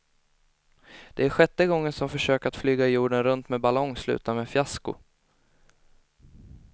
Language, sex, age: Swedish, male, 18